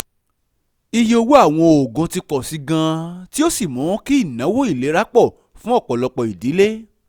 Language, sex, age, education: Yoruba, male, 15-29, tertiary